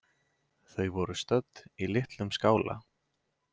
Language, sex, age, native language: Icelandic, male, 20-29, Icelandic